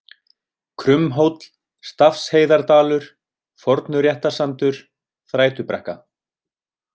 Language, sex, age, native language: Icelandic, male, 30-39, Icelandic